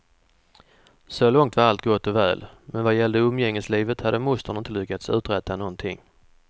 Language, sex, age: Swedish, male, 44